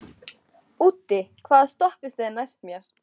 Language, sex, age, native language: Icelandic, female, 14, Icelandic